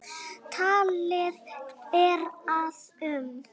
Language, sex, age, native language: Icelandic, female, 9, Icelandic